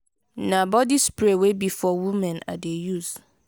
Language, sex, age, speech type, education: Nigerian Pidgin, female, 30-45, spontaneous, tertiary